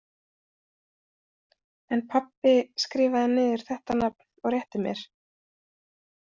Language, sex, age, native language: Icelandic, female, 30-39, Icelandic